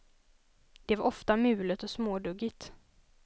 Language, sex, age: Swedish, female, 20